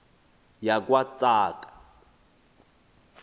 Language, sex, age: Xhosa, male, 20